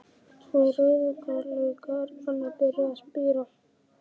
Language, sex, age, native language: Icelandic, male, 11, Icelandic